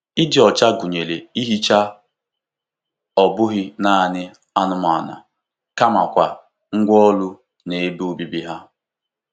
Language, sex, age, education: Igbo, male, 15-29, tertiary